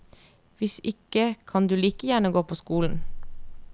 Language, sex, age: Norwegian, female, 30